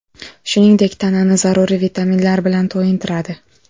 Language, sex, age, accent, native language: Uzbek, female, 18-24, Samarqand, Uzbek